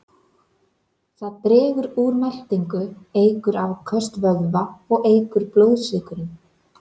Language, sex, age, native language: Icelandic, female, 30-39, Icelandic